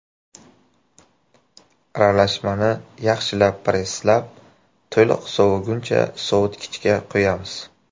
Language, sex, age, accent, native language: Uzbek, male, 18-24, Navoiy, Uzbek